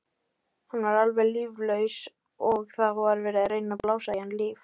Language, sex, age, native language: Icelandic, female, 18-19, Icelandic